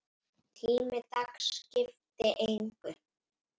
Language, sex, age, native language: Icelandic, female, 8, Icelandic